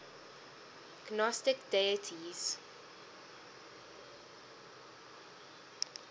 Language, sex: English, female